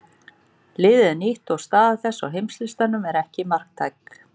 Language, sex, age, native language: Icelandic, female, 40-49, Icelandic